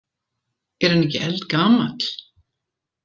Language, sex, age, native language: Icelandic, female, 70-79, Icelandic